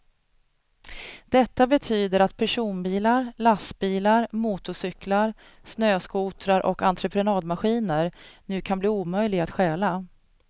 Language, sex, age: Swedish, female, 37